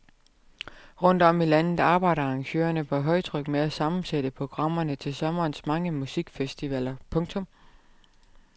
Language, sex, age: Danish, female, 32